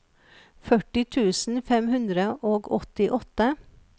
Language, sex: Norwegian, female